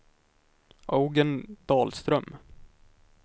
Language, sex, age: Swedish, male, 19